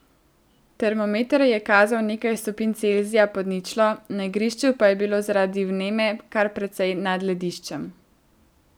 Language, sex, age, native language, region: Slovenian, female, 18-29, Slovenian, Central Slovenia